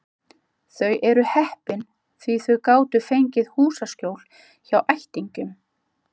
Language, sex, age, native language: Icelandic, female, 50-59, Icelandic